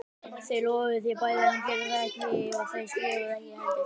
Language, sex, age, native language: Icelandic, female, 18-19, Icelandic